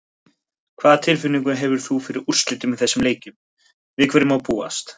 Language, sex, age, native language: Icelandic, male, 20-29, Icelandic